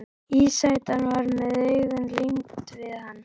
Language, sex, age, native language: Icelandic, female, 11, Icelandic